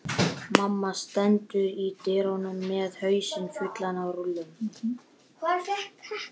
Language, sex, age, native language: Icelandic, male, 11, Icelandic